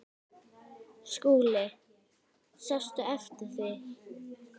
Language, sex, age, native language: Icelandic, female, 10, Icelandic